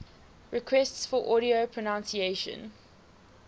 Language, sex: English, female